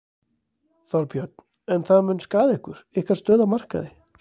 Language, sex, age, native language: Icelandic, male, 40-49, Icelandic